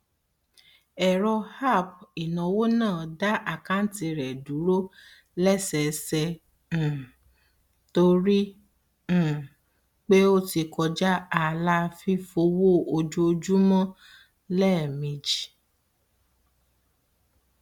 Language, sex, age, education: Yoruba, female, 30-45, tertiary